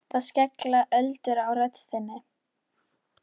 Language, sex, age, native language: Icelandic, female, 13, Icelandic